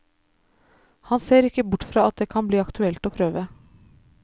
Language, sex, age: Norwegian, female, 33